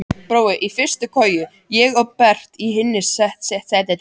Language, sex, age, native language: Icelandic, male, 14, Icelandic